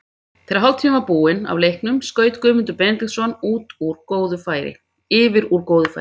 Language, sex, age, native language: Icelandic, female, 50-59, Icelandic